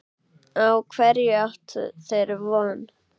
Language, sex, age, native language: Icelandic, male, 8, Icelandic